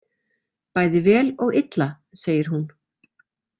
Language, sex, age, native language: Icelandic, female, 40-49, Icelandic